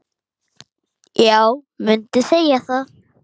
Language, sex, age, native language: Icelandic, male, 8, Icelandic